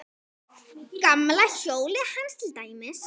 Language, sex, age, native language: Icelandic, female, 10, Icelandic